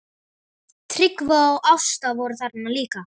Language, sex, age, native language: Icelandic, male, 12, Icelandic